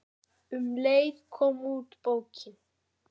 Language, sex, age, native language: Icelandic, female, 9, Icelandic